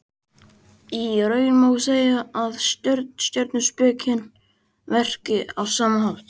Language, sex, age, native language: Icelandic, male, 20-29, Icelandic